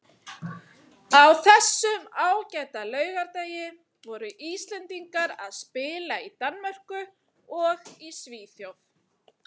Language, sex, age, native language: Icelandic, female, 30-39, Icelandic